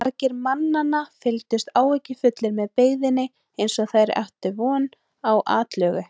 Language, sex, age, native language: Icelandic, female, 30-39, Icelandic